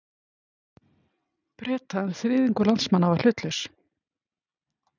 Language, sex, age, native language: Icelandic, female, 50-59, Icelandic